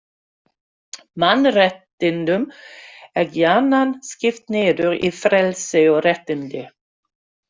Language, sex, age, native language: Icelandic, female, 60-69, Swedish